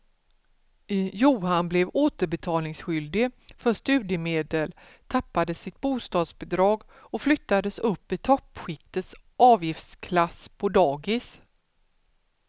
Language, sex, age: Swedish, female, 47